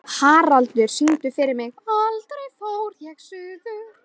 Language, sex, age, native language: Icelandic, female, 12, Icelandic